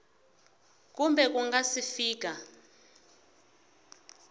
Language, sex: Tsonga, female